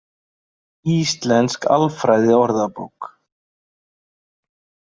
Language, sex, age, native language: Icelandic, male, 40-49, Icelandic